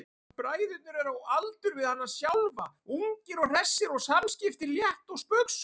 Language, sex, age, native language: Icelandic, male, 40-49, Icelandic